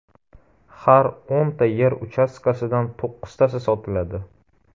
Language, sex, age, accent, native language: Uzbek, male, 12-17, Toshkent shahri, Uzbek